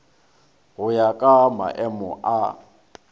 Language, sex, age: Northern Sotho, male, 22